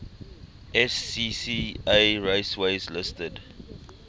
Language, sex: English, male